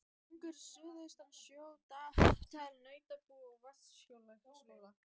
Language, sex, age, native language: Icelandic, female, 14, Icelandic